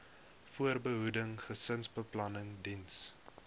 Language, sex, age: Afrikaans, male, 21